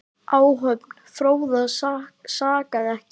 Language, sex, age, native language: Icelandic, male, 9, Icelandic